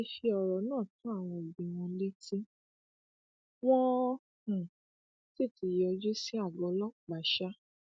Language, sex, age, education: Yoruba, female, 15-29, tertiary